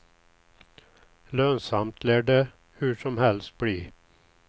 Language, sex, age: Swedish, male, 61